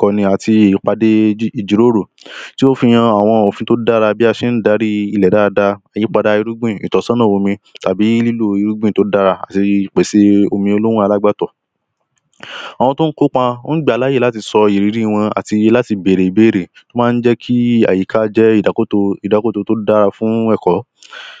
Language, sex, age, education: Yoruba, male, 15-29, primary